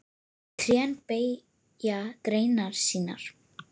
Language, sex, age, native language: Icelandic, female, 10, Icelandic